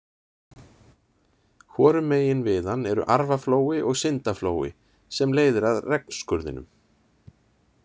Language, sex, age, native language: Icelandic, male, 30-39, Icelandic